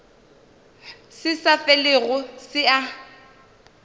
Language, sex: Northern Sotho, female